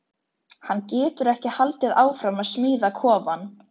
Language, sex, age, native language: Icelandic, female, 13, Icelandic